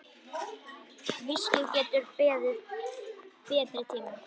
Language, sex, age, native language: Icelandic, male, 10, Icelandic